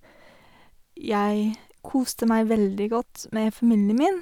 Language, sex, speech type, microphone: Norwegian, female, spontaneous, Sennheiser